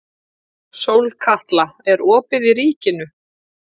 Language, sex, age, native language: Icelandic, female, 30-39, Icelandic